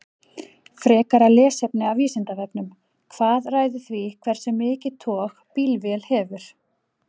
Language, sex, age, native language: Icelandic, female, 40-49, Icelandic